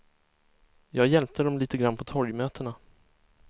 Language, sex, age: Swedish, male, 23